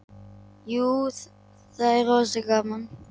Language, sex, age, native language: Icelandic, male, 8, Icelandic